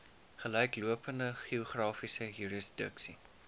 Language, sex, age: Afrikaans, male, 19